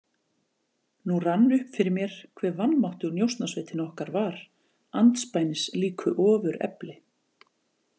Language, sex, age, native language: Icelandic, female, 40-49, Icelandic